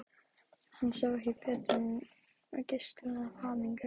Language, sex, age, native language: Icelandic, female, 12, Icelandic